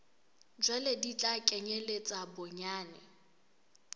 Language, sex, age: Southern Sotho, female, 23